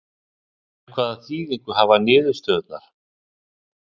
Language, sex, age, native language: Icelandic, male, 60-69, Icelandic